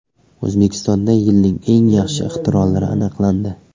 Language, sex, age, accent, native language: Uzbek, male, 18-24, Samarqand, Uzbek